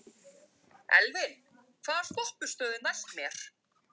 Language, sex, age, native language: Icelandic, female, 11, Icelandic